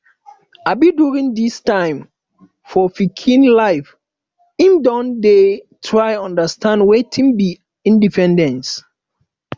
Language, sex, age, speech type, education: Nigerian Pidgin, male, 15-29, spontaneous, tertiary